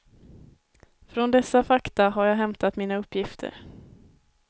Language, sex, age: Swedish, female, 21